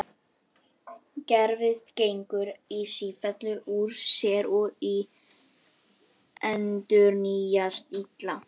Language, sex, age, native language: Icelandic, female, 11, Icelandic